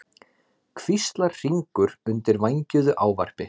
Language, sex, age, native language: Icelandic, male, 30-39, Icelandic